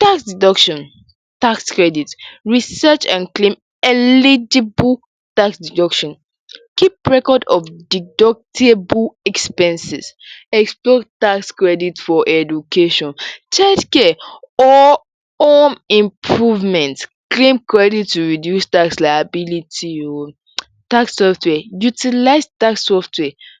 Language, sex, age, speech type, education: Nigerian Pidgin, female, 46-60, spontaneous, secondary